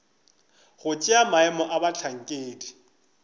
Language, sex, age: Northern Sotho, male, 25